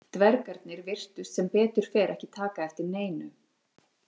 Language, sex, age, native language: Icelandic, female, 40-49, Icelandic